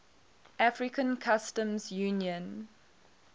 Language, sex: English, female